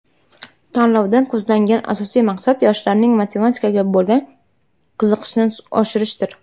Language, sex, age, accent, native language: Uzbek, female, 18-24, Namangan, Uzbek